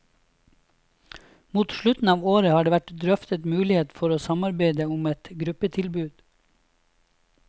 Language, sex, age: Norwegian, male, 26